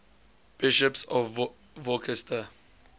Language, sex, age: English, male, 20